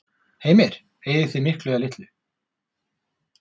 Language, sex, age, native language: Icelandic, male, 40-49, Icelandic